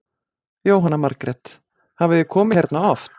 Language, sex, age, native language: Icelandic, female, 40-49, Icelandic